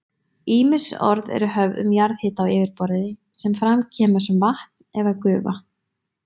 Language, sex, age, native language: Icelandic, female, 20-29, Icelandic